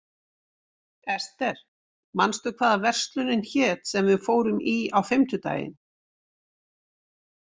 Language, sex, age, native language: Icelandic, female, 60-69, Icelandic